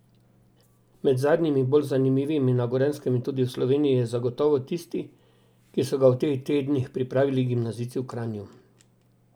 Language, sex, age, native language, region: Slovenian, male, 60+, Slovenian, Drava region